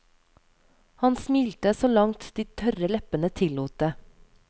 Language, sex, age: Norwegian, female, 31